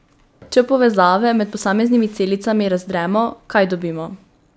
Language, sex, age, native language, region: Slovenian, female, 18-29, Slovenian, Drava region